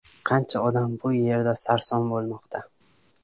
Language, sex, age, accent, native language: Uzbek, male, 18-24, Samarqand, Uzbek